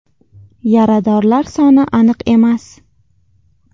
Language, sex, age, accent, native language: Uzbek, female, 19-29, Toshkent shahri, Uzbek